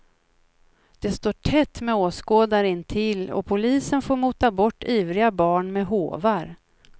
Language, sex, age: Swedish, female, 56